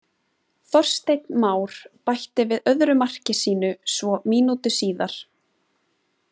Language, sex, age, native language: Icelandic, female, 20-29, Icelandic